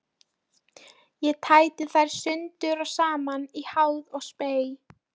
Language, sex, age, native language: Icelandic, female, 13, Polish